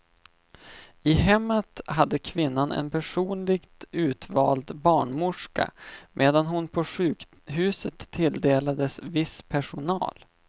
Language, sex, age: Swedish, male, 25